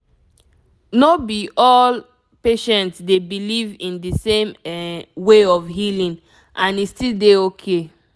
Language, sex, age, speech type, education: Nigerian Pidgin, female, 15-29, spontaneous, tertiary